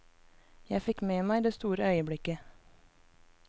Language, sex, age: Norwegian, female, 24